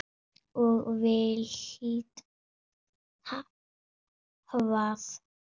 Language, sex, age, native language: Icelandic, female, 8, Icelandic